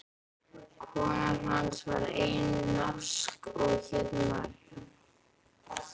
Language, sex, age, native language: Icelandic, female, 12, Icelandic